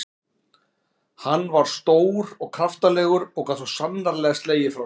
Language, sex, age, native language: Icelandic, male, 40-49, Icelandic